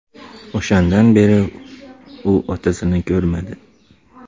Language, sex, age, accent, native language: Uzbek, male, 25-34, Andijon, Uzbek